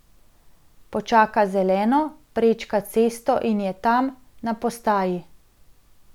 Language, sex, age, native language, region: Slovenian, female, 30-49, Slovenian, Central Slovenia